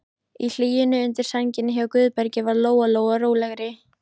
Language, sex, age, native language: Icelandic, female, 14, Icelandic